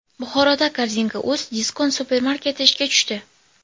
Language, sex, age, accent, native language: Uzbek, female, 18-24, Toshkent shahri, Uzbek